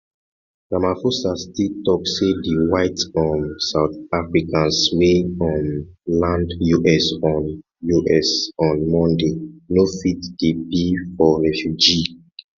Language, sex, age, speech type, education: Nigerian Pidgin, male, 15-29, spontaneous, tertiary